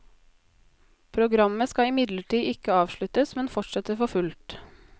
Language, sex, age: Norwegian, female, 20